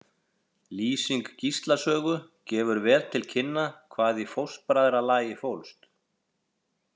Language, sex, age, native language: Icelandic, male, 40-49, Icelandic